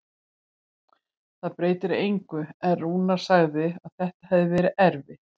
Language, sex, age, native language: Icelandic, female, 60-69, Icelandic